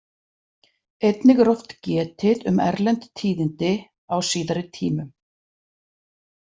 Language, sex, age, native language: Icelandic, female, 40-49, Icelandic